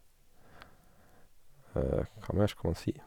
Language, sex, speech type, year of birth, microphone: Norwegian, male, spontaneous, 1979, Sennheiser